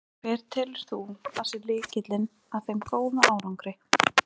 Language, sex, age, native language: Icelandic, female, 20-29, Icelandic